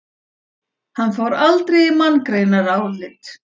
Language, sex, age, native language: Icelandic, female, 40-49, Icelandic